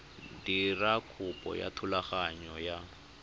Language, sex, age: Tswana, male, 25